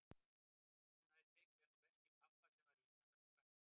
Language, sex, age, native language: Icelandic, male, 60-69, Icelandic